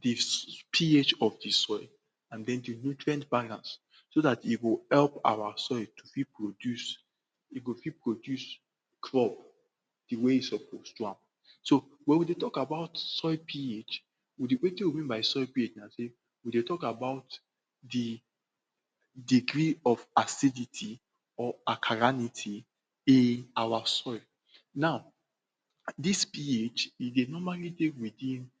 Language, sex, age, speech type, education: Nigerian Pidgin, male, 46-60, spontaneous, tertiary